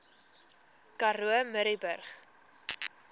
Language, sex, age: Afrikaans, female, 18